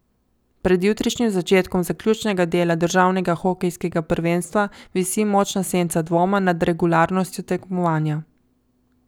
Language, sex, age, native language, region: Slovenian, female, 50-59, Slovenian, Coastal Karst region